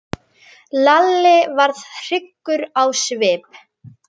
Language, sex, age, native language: Icelandic, female, 10, Icelandic